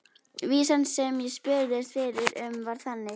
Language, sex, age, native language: Icelandic, female, 12, Icelandic